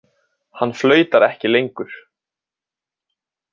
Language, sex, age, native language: Icelandic, male, 20-29, Icelandic